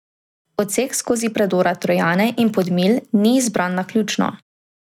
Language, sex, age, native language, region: Slovenian, female, 18-29, Slovenian, Drava region